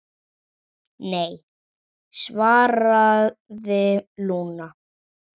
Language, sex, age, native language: Icelandic, male, 7, Icelandic